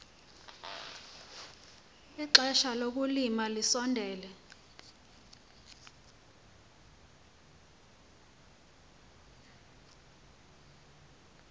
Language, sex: Xhosa, female